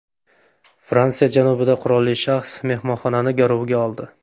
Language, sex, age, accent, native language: Uzbek, male, 25-34, Farg'ona, Uzbek